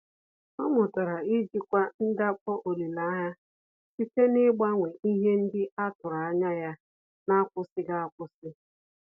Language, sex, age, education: Igbo, female, 30-45, tertiary